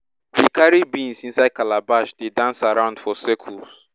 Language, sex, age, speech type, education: Nigerian Pidgin, male, 15-29, spontaneous, secondary